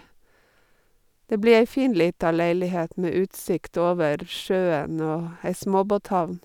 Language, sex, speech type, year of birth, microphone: Norwegian, female, spontaneous, 1952, Sennheiser